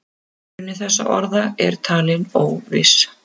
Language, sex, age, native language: Icelandic, female, 50-59, Icelandic